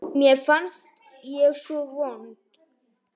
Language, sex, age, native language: Icelandic, female, 5, Icelandic